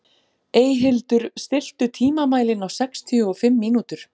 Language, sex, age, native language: Icelandic, female, 40-49, Icelandic